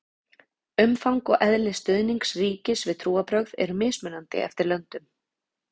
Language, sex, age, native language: Icelandic, female, 30-39, Icelandic